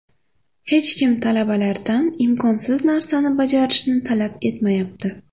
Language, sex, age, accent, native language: Uzbek, female, 18-24, Sirdaryo, Uzbek